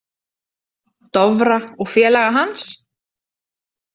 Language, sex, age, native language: Icelandic, female, 30-39, Icelandic